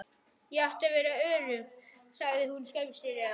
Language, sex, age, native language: Icelandic, other, 12, Icelandic